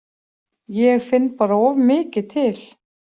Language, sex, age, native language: Icelandic, female, 40-49, Icelandic